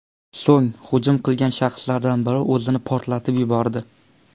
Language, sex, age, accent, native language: Uzbek, male, under 19, Surxondaryo, Uzbek